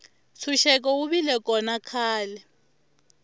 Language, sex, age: Tsonga, female, 23